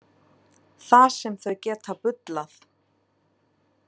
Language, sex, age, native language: Icelandic, female, 30-39, Icelandic